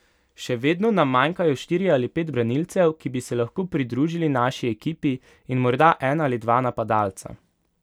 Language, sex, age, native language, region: Slovenian, male, 18-29, Slovenian, Pomurje region